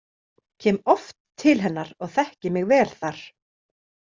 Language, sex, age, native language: Icelandic, female, 30-39, Icelandic